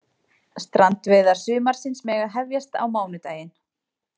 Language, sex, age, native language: Icelandic, female, 40-49, Icelandic